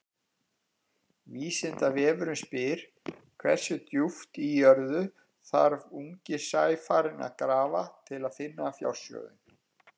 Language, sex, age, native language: Icelandic, male, 50-59, Icelandic